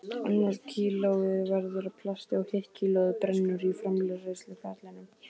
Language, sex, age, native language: Icelandic, male, 18-19, Icelandic